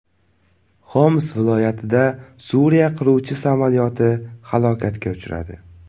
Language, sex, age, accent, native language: Uzbek, male, 18-24, Navoiy, Uzbek